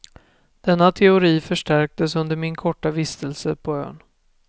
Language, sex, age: Swedish, male, 24